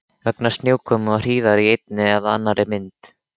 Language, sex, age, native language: Icelandic, male, 13, Icelandic